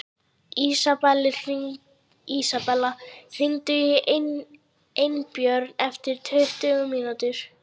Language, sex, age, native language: Icelandic, female, 11, Icelandic